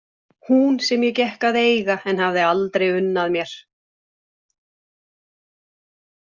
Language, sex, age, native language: Icelandic, female, 60-69, Icelandic